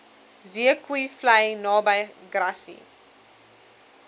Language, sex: Afrikaans, female